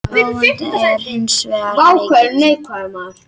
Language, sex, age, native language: Icelandic, female, 18-19, Icelandic